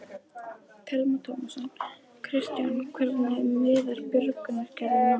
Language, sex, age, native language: Icelandic, female, 11, Icelandic